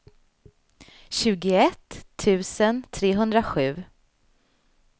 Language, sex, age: Swedish, female, 35